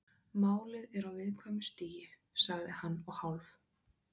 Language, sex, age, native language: Icelandic, female, 20-29, Icelandic